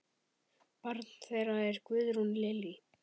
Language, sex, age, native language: Icelandic, male, 10, Icelandic